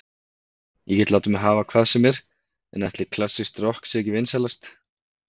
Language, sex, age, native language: Icelandic, male, 30-39, Icelandic